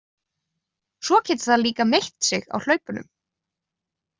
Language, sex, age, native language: Icelandic, female, 20-29, Icelandic